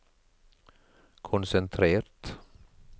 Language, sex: Norwegian, male